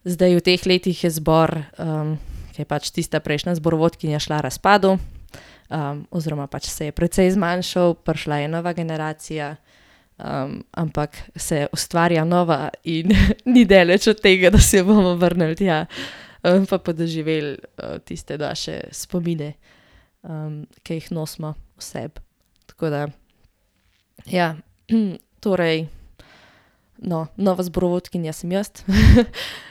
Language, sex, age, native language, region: Slovenian, female, 18-29, Slovenian, Gorenjska region